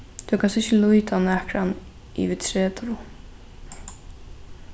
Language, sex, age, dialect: Faroese, female, 15-35, Norðurstreymoy/Eysturoy